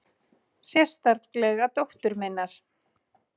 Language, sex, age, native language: Icelandic, female, 30-39, Icelandic